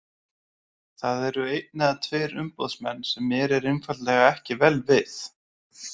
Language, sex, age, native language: Icelandic, male, 30-39, Icelandic